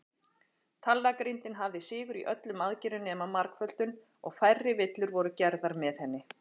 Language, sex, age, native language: Icelandic, female, 40-49, Icelandic